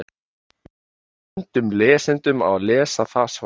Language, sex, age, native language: Icelandic, male, 30-39, Icelandic